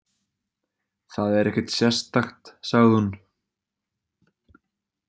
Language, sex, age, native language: Icelandic, male, 20-29, Icelandic